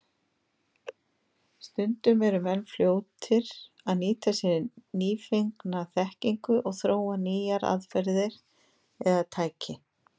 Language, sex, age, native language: Icelandic, female, 50-59, Icelandic